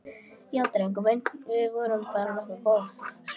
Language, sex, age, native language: Icelandic, female, 12, Icelandic